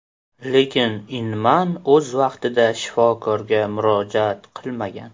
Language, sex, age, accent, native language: Uzbek, male, 18-24, Qashqadaryo, Uzbek